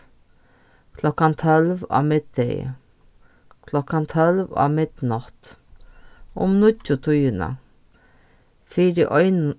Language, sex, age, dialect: Faroese, female, 36-60, Norðurstreymoy/Eysturoy